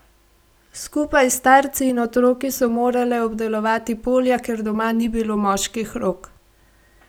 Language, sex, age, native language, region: Slovenian, female, 18-29, Slovenian, Gorenjska region